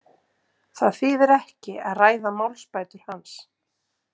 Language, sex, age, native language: Icelandic, female, 40-49, Icelandic